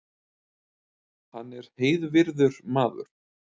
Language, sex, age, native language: Icelandic, male, 30-39, Icelandic